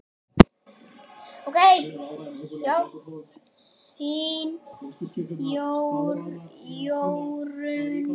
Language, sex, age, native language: Icelandic, male, 10, Icelandic